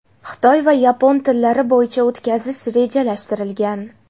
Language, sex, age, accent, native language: Uzbek, female, 18-24, Namangan, Uzbek